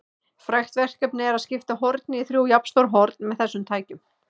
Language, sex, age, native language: Icelandic, female, 30-39, Icelandic